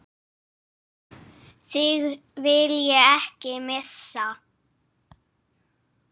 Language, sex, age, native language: Icelandic, female, 8, English